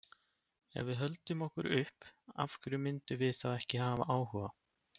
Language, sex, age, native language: Icelandic, male, 20-29, Icelandic